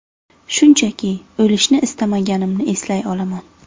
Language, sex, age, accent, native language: Uzbek, female, 18-24, Navoiy, Uzbek